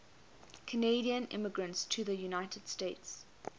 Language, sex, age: English, female, 21